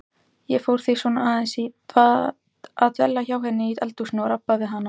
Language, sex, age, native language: Icelandic, female, 18-19, Icelandic